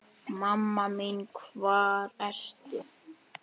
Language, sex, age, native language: Icelandic, male, 10, Icelandic